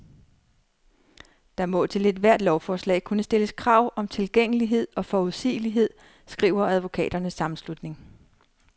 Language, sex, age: Danish, female, 39